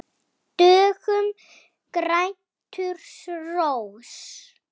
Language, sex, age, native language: Icelandic, female, 5, Icelandic